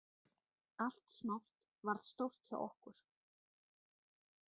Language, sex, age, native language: Icelandic, female, 30-39, Danish